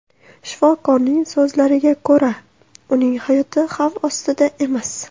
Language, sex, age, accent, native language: Uzbek, female, under 19, Surxondaryo, Uzbek